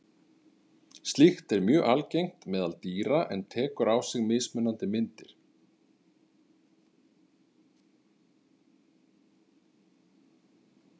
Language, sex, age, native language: Icelandic, male, 30-39, Icelandic